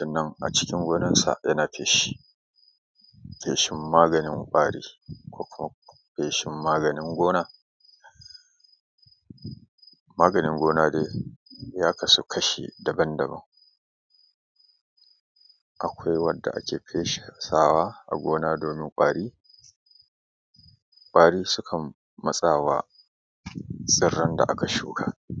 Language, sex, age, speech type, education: Hausa, male, 30-45, spontaneous, tertiary